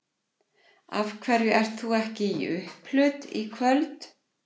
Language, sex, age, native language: Icelandic, female, 40-49, Icelandic